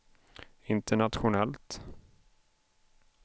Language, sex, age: Swedish, male, 31